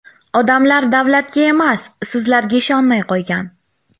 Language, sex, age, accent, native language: Uzbek, female, 19-29, Toshkent shahri, Uzbek